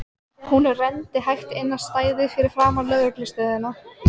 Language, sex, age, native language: Icelandic, female, 14, Icelandic